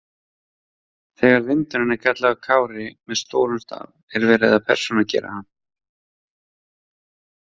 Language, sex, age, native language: Icelandic, male, 30-39, Icelandic